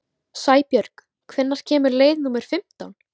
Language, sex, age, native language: Icelandic, female, 13, Icelandic